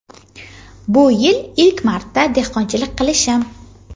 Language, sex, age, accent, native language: Uzbek, female, 19-29, Jizzax, Uzbek